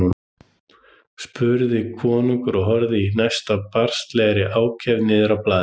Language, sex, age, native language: Icelandic, male, 30-39, Icelandic